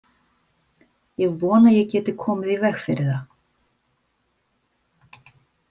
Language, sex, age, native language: Icelandic, female, 50-59, Icelandic